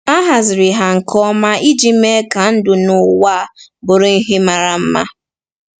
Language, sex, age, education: Igbo, female, 15-29, tertiary